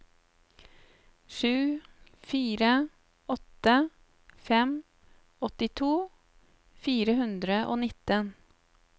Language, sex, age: Norwegian, female, 35